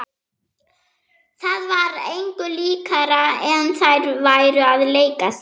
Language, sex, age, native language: Icelandic, female, 11, German